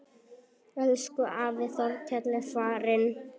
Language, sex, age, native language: Icelandic, female, 9, Icelandic